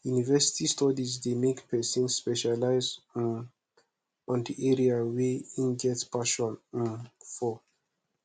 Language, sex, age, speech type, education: Nigerian Pidgin, male, 15-29, spontaneous, secondary